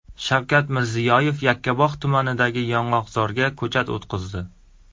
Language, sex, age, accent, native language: Uzbek, male, 18-24, Surxondaryo, Uzbek